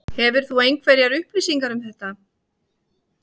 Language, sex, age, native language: Icelandic, female, 50-59, Icelandic